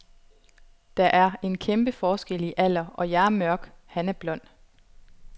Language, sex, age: Danish, female, 25